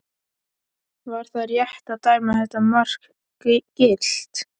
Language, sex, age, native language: Icelandic, male, 11, Icelandic